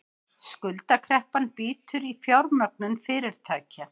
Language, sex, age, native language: Icelandic, female, 50-59, Icelandic